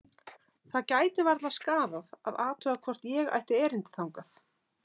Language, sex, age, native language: Icelandic, female, 30-39, Icelandic